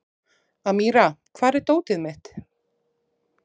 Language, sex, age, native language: Icelandic, female, 30-39, Icelandic